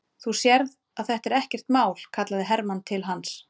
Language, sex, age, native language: Icelandic, female, 30-39, Icelandic